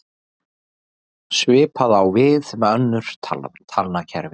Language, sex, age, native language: Icelandic, male, 40-49, Icelandic